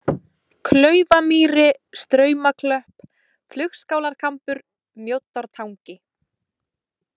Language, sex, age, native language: Icelandic, female, 20-29, Icelandic